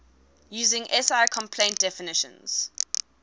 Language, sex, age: English, female, 20